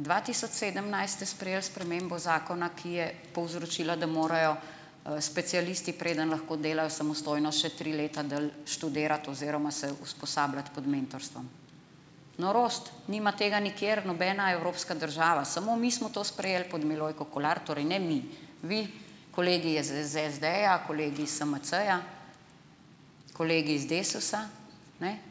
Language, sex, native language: Slovenian, female, Slovenian